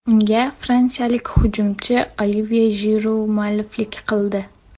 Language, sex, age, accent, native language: Uzbek, female, 12-17, Namangan, Uzbek